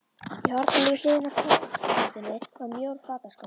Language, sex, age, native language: Icelandic, female, 11, Icelandic